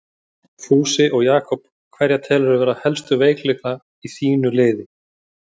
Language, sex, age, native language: Icelandic, male, 30-39, Icelandic